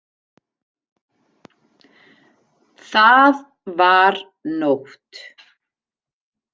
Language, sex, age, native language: Icelandic, female, 40-49, Icelandic